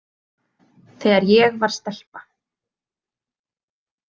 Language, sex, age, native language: Icelandic, female, 30-39, Icelandic